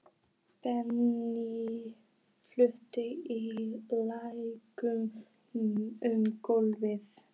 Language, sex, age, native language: Icelandic, female, 14, Icelandic